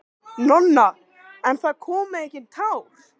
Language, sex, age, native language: Icelandic, male, 13, Icelandic